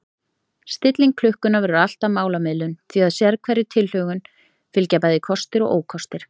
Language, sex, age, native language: Icelandic, female, 30-39, Icelandic